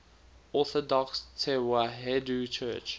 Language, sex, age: English, male, 19